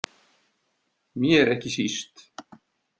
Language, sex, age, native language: Icelandic, male, 50-59, Icelandic